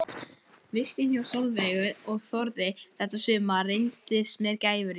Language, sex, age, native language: Icelandic, male, 11, Icelandic